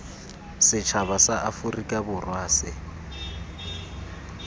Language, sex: Tswana, male